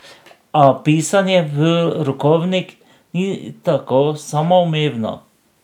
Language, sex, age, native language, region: Slovenian, male, 60+, Slovenian, Drava region